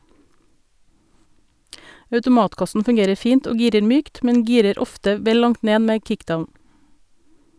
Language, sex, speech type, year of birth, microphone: Norwegian, female, read, 1972, Sennheiser